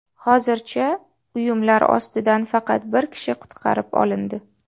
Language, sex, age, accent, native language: Uzbek, female, 18-24, Namangan, Uzbek